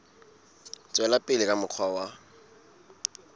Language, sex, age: Southern Sotho, male, 22